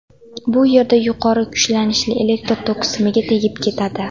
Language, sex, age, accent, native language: Uzbek, female, 18-24, Andijon, Uzbek